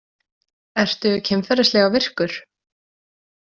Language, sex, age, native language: Icelandic, female, 20-29, Icelandic